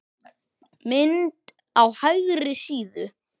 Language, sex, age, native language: Icelandic, male, 10, Icelandic